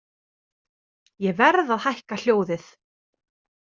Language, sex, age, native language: Icelandic, female, 30-39, Icelandic